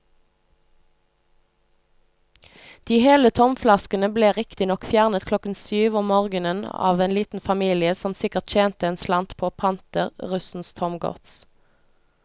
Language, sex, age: Norwegian, female, 25